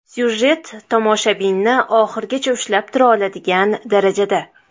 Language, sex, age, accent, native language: Uzbek, female, 18-24, Toshkent shahri, Uzbek